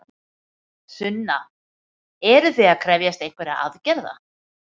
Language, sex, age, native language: Icelandic, female, 50-59, Icelandic